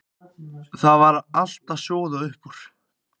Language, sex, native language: Icelandic, other, Icelandic